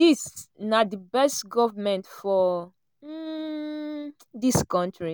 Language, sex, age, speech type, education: Nigerian Pidgin, female, 15-29, spontaneous, tertiary